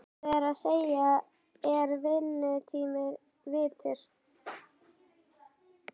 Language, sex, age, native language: Icelandic, female, 11, Icelandic